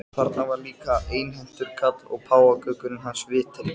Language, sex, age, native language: Icelandic, male, 13, Icelandic